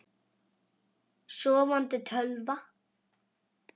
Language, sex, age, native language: Icelandic, male, 7, Icelandic